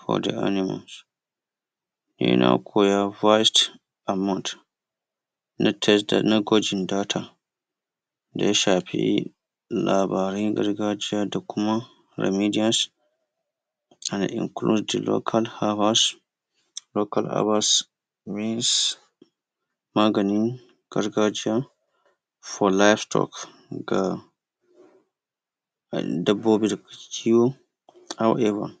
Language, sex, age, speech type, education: Hausa, male, 30-45, spontaneous, tertiary